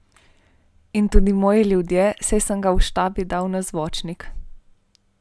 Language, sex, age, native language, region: Slovenian, female, 18-29, Slovenian, Primorsko-notranjska region